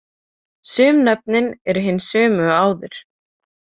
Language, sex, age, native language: Icelandic, female, 18-19, Icelandic